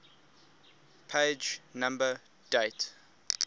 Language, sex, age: English, male, 22